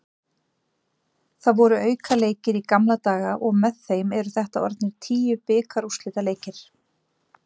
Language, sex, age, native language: Icelandic, female, 40-49, Icelandic